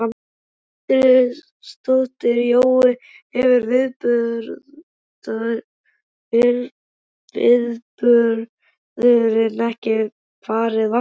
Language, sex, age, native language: Icelandic, male, 12, Icelandic